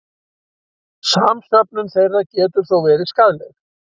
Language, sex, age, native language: Icelandic, male, 60-69, Icelandic